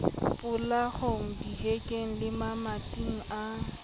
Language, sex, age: Southern Sotho, female, 25